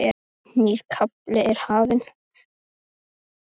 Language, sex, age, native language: Icelandic, female, 8, Icelandic